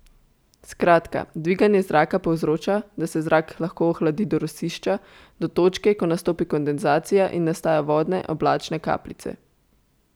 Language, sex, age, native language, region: Slovenian, female, 18-29, Slovenian, Central Slovenia